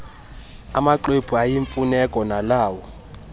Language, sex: Xhosa, male